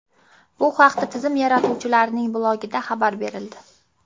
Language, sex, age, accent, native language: Uzbek, female, 18-24, Qashqadaryo, Uzbek